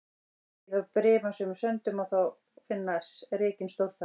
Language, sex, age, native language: Icelandic, female, 18-19, Icelandic